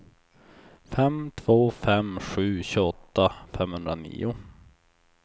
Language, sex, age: Swedish, male, 24